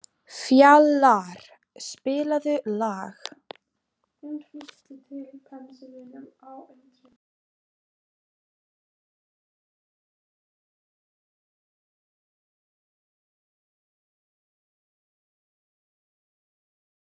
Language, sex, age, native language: Icelandic, female, 15, Icelandic